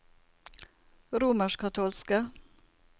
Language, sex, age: Norwegian, female, 47